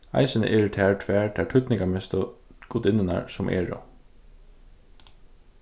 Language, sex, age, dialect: Faroese, male, 15-35, Suðurstreymoy